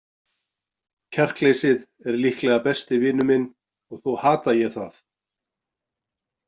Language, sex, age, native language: Icelandic, male, 40-49, Icelandic